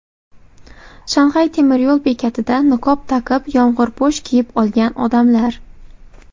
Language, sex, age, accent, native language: Uzbek, female, 18-24, Xorazm, Uzbek